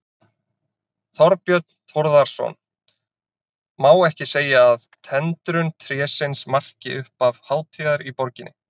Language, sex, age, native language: Icelandic, male, 30-39, Icelandic